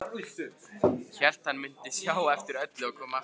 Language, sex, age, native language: Icelandic, male, 15, Icelandic